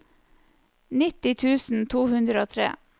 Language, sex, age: Norwegian, female, 34